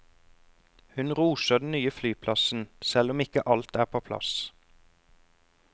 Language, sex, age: Norwegian, male, 34